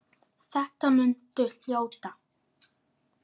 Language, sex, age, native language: Icelandic, male, 9, Icelandic